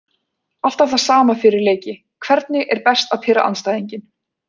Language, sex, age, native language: Icelandic, female, 20-29, Icelandic